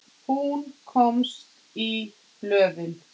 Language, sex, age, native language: Icelandic, female, 8, Icelandic